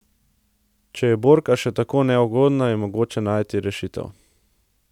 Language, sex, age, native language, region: Slovenian, male, 18-29, Slovenian, Central Slovenia